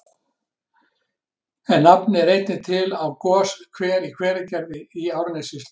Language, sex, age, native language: Icelandic, male, 60-69, Icelandic